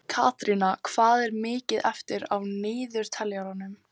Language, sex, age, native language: Icelandic, female, 14, Icelandic